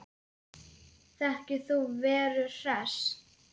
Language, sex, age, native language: Icelandic, female, 10, Icelandic